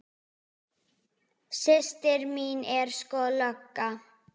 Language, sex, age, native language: Icelandic, female, 10, Icelandic